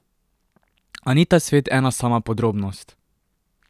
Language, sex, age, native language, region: Slovenian, male, 18-29, Slovenian, Drava region